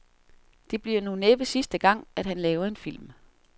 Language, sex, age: Danish, female, 47